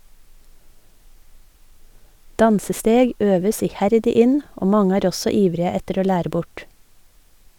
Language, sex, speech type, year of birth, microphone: Norwegian, female, read, 1972, Sennheiser